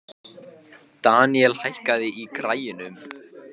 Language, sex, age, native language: Icelandic, male, 15, Icelandic